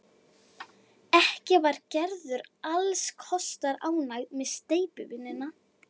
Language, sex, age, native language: Icelandic, female, 11, Icelandic